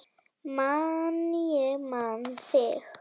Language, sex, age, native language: Icelandic, female, 10, Icelandic